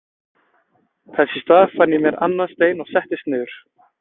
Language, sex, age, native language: Icelandic, other, 20-29, Icelandic